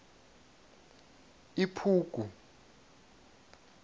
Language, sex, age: South Ndebele, male, 22